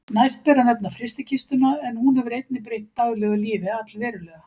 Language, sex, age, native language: Icelandic, female, 50-59, Icelandic